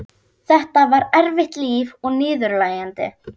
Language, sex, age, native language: Icelandic, female, 12, Icelandic